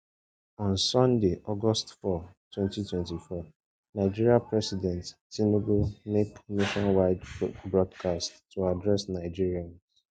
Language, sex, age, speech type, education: Nigerian Pidgin, male, 15-29, spontaneous, secondary